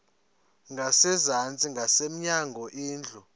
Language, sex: Xhosa, male